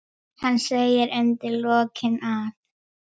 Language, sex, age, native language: Icelandic, female, 9, Icelandic